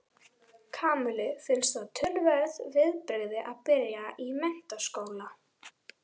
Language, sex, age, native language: Icelandic, female, 11, Icelandic